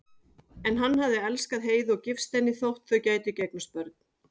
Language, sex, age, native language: Icelandic, female, 40-49, Icelandic